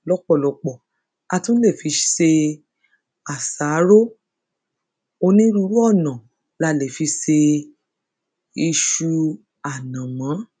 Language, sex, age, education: Yoruba, female, 30-45, secondary